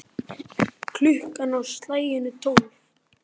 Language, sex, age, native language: Icelandic, male, 8, Icelandic